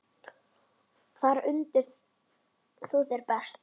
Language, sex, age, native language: Icelandic, male, 10, Icelandic